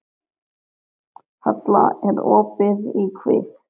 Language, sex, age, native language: Icelandic, male, 13, Icelandic